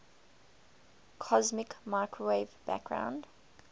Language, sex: English, female